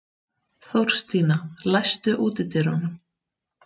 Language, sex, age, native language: Icelandic, female, 30-39, Icelandic